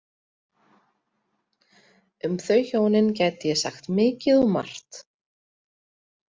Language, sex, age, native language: Icelandic, female, 30-39, Icelandic